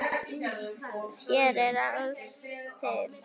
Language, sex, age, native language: Icelandic, female, 9, Icelandic